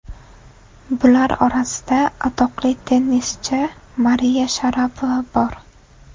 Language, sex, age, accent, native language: Uzbek, female, 18-24, Namangan, Uzbek